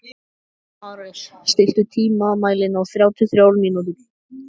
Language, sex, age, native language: Icelandic, male, 14, Icelandic